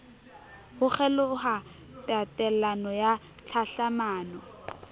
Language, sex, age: Southern Sotho, female, 22